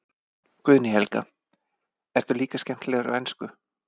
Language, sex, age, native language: Icelandic, male, 40-49, Icelandic